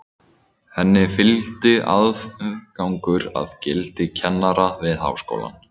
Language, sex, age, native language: Icelandic, male, 18-19, Icelandic